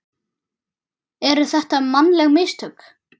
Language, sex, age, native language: Icelandic, male, 9, Icelandic